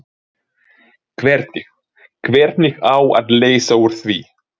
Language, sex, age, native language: Icelandic, male, 30-39, Ukrainian